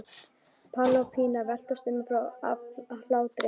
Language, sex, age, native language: Icelandic, female, 12, Icelandic